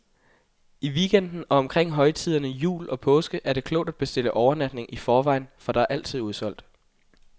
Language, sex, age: Danish, male, 21